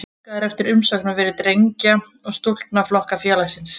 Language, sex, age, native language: Icelandic, female, 20-29, Icelandic